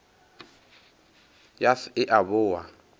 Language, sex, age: Northern Sotho, male, 22